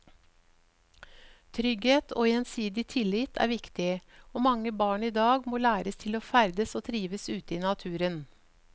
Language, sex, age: Norwegian, female, 54